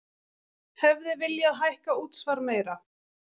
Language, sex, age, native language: Icelandic, female, 40-49, Icelandic